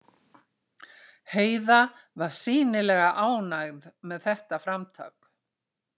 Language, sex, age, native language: Icelandic, female, 60-69, Icelandic